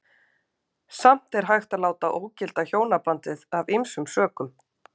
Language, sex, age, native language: Icelandic, female, 50-59, Icelandic